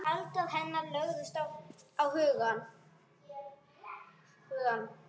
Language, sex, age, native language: Icelandic, female, 9, Icelandic